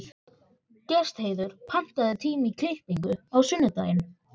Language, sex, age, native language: Icelandic, male, 14, Icelandic